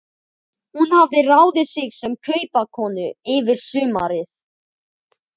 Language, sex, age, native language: Icelandic, male, 12, Icelandic